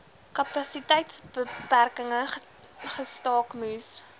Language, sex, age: Afrikaans, female, 20